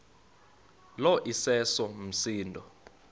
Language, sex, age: Xhosa, male, 35